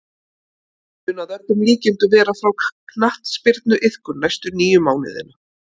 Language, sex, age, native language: Icelandic, female, 50-59, Icelandic